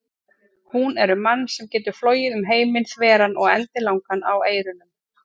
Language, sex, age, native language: Icelandic, female, 40-49, Icelandic